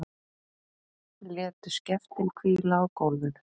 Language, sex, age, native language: Icelandic, female, 40-49, Icelandic